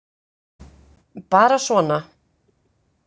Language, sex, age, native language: Icelandic, female, 50-59, Icelandic